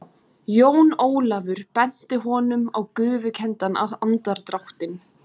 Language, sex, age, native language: Icelandic, female, 40-49, Icelandic